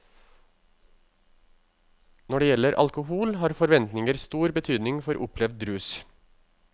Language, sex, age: Norwegian, male, 35